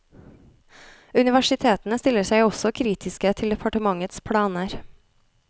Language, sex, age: Norwegian, female, 33